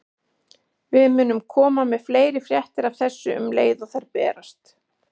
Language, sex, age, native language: Icelandic, female, 40-49, Icelandic